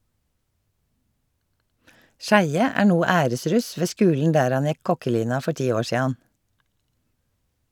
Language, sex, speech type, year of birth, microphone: Norwegian, female, read, 1951, Shure